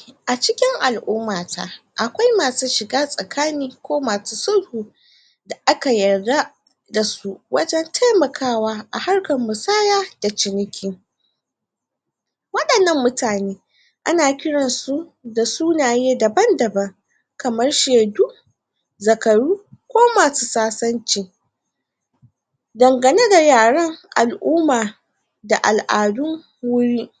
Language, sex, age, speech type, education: Hausa, female, 60+, spontaneous, tertiary